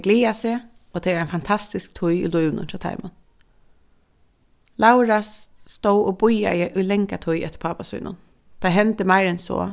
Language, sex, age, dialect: Faroese, female, 15-35, Suðurstreymoy